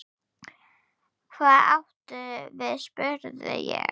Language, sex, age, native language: Icelandic, female, 9, Icelandic